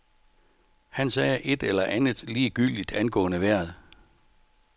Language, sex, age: Danish, male, 64